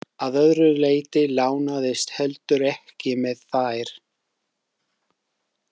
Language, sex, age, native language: Icelandic, male, 50-59, English